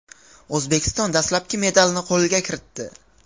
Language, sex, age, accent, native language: Uzbek, male, 18-24, Qashqadaryo, Uzbek